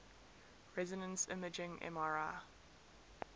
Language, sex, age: English, female, 19